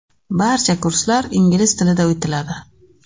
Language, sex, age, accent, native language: Uzbek, female, 35+, Navoiy, Uzbek